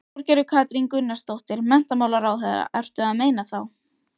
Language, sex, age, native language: Icelandic, female, 12, Icelandic